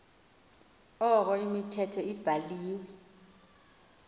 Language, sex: Xhosa, female